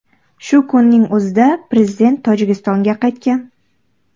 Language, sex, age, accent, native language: Uzbek, female, 12-17, Qoraqalpog'iston, Uzbek